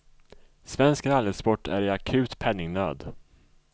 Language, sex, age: Swedish, male, 34